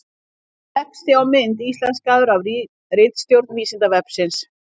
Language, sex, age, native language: Icelandic, female, 50-59, Icelandic